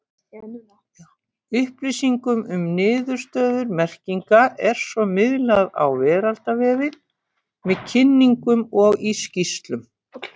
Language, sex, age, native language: Icelandic, female, 50-59, Icelandic